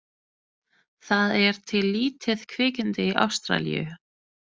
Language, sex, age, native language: Icelandic, female, 30-39, Danish